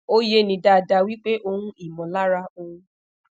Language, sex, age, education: Yoruba, female, 15-29, tertiary